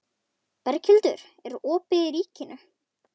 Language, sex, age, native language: Icelandic, male, 11, Icelandic